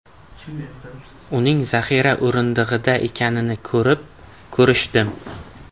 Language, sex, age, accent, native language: Uzbek, male, 18-24, Navoiy, Uzbek